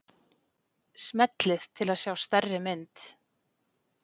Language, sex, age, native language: Icelandic, female, 40-49, Icelandic